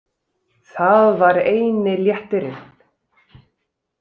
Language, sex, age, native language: Icelandic, female, 30-39, Icelandic